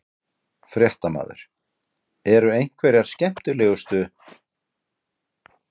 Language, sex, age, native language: Icelandic, male, 40-49, Icelandic